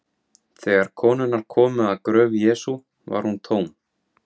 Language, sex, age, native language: Icelandic, male, 17, Icelandic